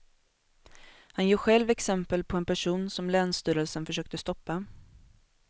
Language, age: Swedish, 21